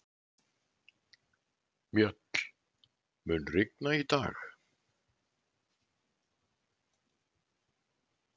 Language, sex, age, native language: Icelandic, male, 70-79, Icelandic